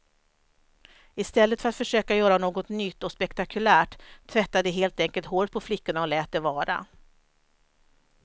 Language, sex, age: Swedish, female, 43